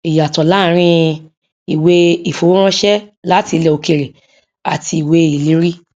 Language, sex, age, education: Yoruba, female, 46-60, tertiary